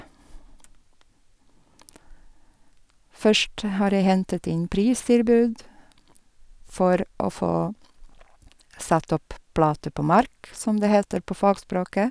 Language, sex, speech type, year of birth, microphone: Norwegian, female, spontaneous, 1961, Sennheiser